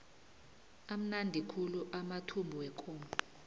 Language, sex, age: South Ndebele, female, 29